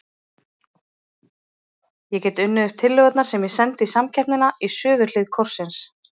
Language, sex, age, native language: Icelandic, female, 30-39, Icelandic